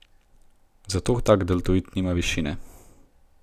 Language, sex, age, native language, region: Slovenian, male, 18-29, Slovenian, Gorenjska region